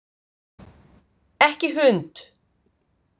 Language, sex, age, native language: Icelandic, female, 50-59, Icelandic